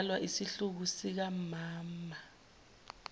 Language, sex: Zulu, female